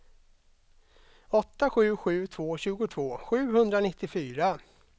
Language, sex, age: Swedish, male, 32